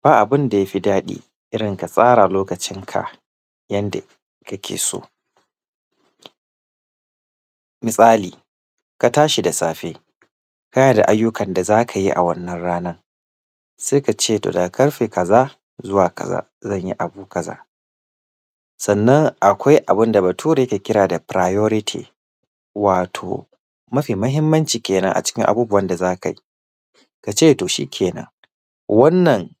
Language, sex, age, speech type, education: Hausa, male, 15-29, spontaneous, primary